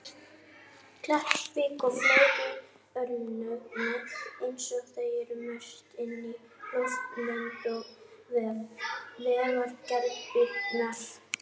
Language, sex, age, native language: Icelandic, female, 18-19, Icelandic